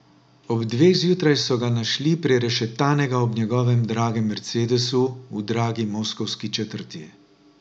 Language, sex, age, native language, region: Slovenian, male, 60+, Slovenian, Drava region